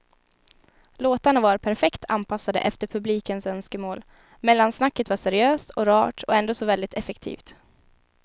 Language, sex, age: Swedish, female, 19